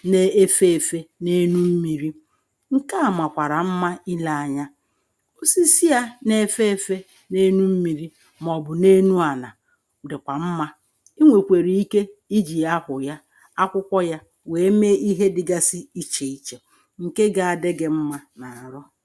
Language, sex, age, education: Igbo, female, 30-45, primary